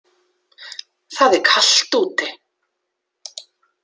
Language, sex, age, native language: Icelandic, female, 40-49, Icelandic